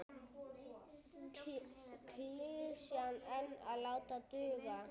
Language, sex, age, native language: Icelandic, female, 9, Icelandic